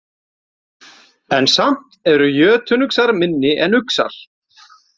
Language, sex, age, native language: Icelandic, male, 40-49, Icelandic